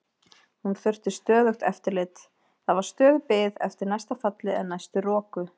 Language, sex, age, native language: Icelandic, female, 20-29, Icelandic